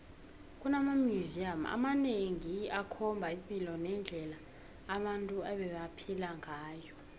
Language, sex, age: South Ndebele, female, 18